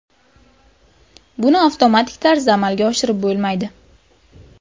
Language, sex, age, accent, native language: Uzbek, female, under 19, Buxoro, Uzbek